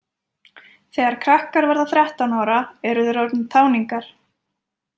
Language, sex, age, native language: Icelandic, female, 20-29, Icelandic